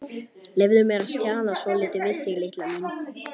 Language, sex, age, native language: Icelandic, male, 11, Icelandic